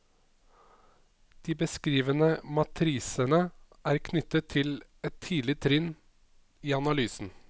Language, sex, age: Norwegian, male, 27